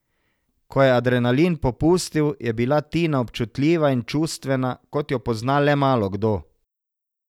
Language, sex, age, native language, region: Slovenian, male, 50-59, Slovenian, Savinja region